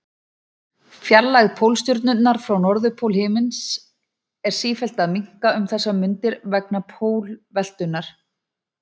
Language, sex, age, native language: Icelandic, female, 40-49, Icelandic